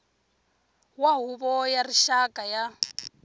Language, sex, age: Tsonga, female, 20